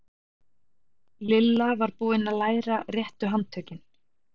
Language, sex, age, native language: Icelandic, female, 40-49, Icelandic